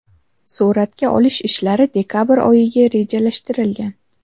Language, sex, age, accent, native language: Uzbek, female, 12-17, Samarqand, Uzbek